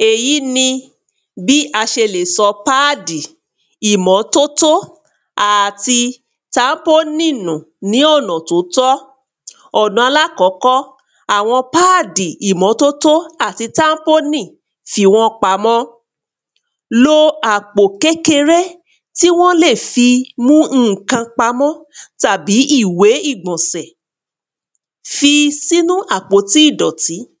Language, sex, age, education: Yoruba, female, 30-45, tertiary